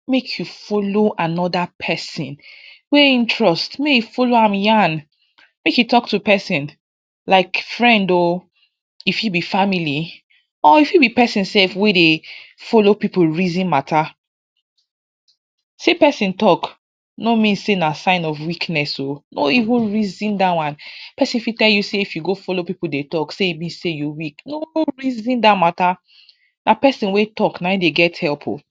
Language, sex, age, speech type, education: Nigerian Pidgin, female, 46-60, spontaneous, tertiary